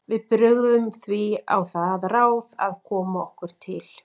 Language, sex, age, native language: Icelandic, female, 40-49, Icelandic